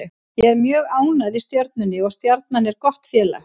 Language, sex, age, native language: Icelandic, female, 50-59, Icelandic